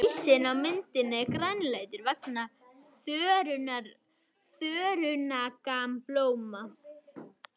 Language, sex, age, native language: Icelandic, female, 21, Icelandic